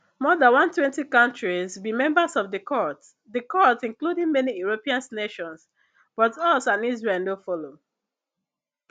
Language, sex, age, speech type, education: Nigerian Pidgin, female, 15-29, spontaneous, tertiary